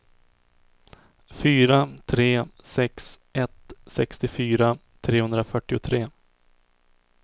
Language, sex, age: Swedish, male, 24